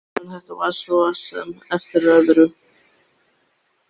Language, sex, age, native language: Icelandic, male, 13, Icelandic